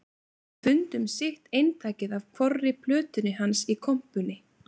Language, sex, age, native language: Icelandic, female, 20-29, Icelandic